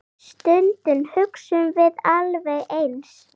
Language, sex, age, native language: Icelandic, female, 8, Icelandic